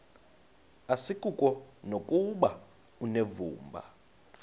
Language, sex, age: Xhosa, male, 35